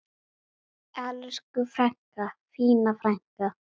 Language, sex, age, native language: Icelandic, female, 10, Icelandic